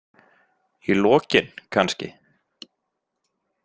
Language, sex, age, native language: Icelandic, male, 20-29, Icelandic